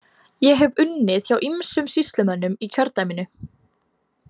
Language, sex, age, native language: Icelandic, female, 18-19, Icelandic